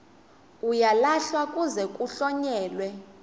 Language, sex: Xhosa, female